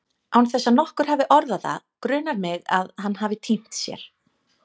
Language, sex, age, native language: Icelandic, female, 30-39, Icelandic